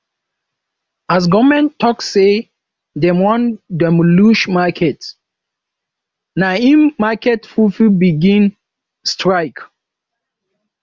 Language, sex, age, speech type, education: Nigerian Pidgin, male, 15-29, spontaneous, tertiary